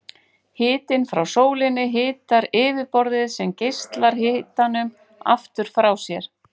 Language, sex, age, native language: Icelandic, female, 40-49, Icelandic